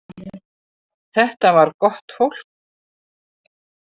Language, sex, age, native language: Icelandic, female, 80-89, Icelandic